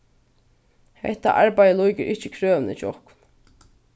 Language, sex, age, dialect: Faroese, female, 15-35, Vágar